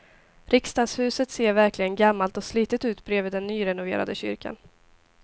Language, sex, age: Swedish, female, 18